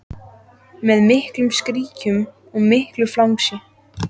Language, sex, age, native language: Icelandic, female, 14, Icelandic